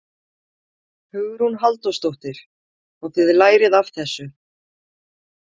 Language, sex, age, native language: Icelandic, female, 40-49, Icelandic